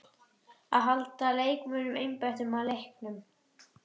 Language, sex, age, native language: Icelandic, female, 30-39, Icelandic